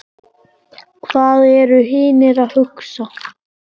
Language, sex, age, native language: Icelandic, male, 9, Icelandic